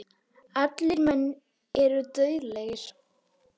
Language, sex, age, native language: Icelandic, female, 18-19, Icelandic